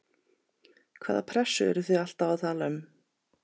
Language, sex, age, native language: Icelandic, female, 30-39, Icelandic